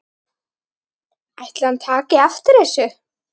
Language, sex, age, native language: Icelandic, female, 9, Icelandic